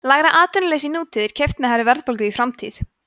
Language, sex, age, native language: Icelandic, female, 20-29, Icelandic